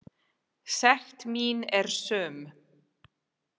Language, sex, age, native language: Icelandic, female, 40-49, English